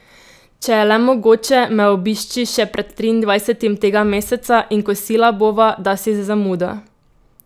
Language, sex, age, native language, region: Slovenian, female, 18-29, Slovenian, Drava region